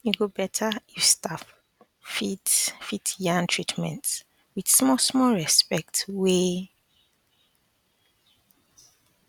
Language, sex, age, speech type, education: Nigerian Pidgin, female, 15-29, spontaneous, tertiary